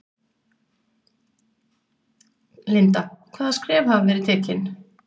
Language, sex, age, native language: Icelandic, female, 60-69, Icelandic